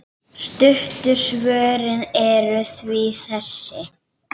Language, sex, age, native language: Icelandic, female, 7, Icelandic